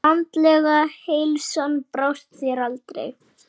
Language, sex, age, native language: Icelandic, male, 7, Icelandic